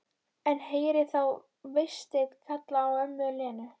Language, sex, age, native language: Icelandic, female, 12, Icelandic